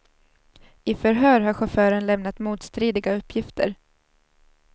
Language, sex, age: Swedish, female, 27